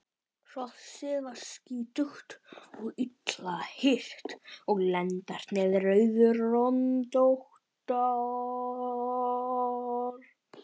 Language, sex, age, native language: Icelandic, male, 12, Icelandic